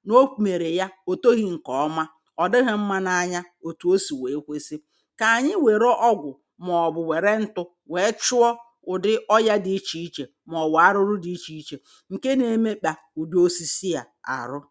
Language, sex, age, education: Igbo, female, 30-45, primary